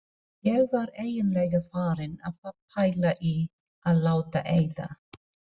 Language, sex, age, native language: Icelandic, female, 40-49, Filipino